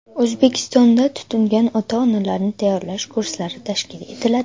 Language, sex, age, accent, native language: Uzbek, female, 19-29, Namangan, Uzbek